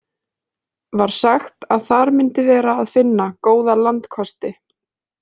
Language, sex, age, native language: Icelandic, female, 20-29, Icelandic